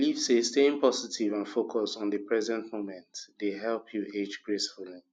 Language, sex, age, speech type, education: Nigerian Pidgin, male, 30-45, spontaneous, tertiary